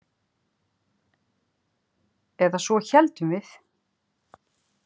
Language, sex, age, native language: Icelandic, female, 50-59, Icelandic